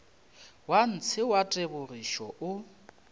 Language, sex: Northern Sotho, male